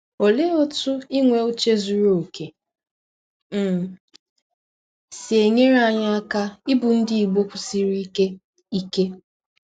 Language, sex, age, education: Igbo, female, 15-29, tertiary